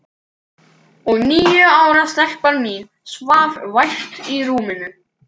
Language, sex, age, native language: Icelandic, male, 12, Icelandic